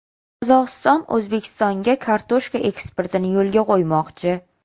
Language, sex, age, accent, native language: Uzbek, female, 18-24, Sirdaryo, Uzbek